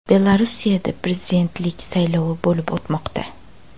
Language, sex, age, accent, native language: Uzbek, female, 18-24, Toshkent viloyati, Uzbek